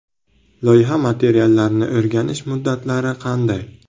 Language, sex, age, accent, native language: Uzbek, male, 18-24, Buxoro, Uzbek